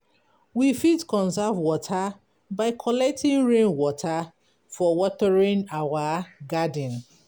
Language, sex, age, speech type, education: Nigerian Pidgin, female, 30-45, spontaneous, tertiary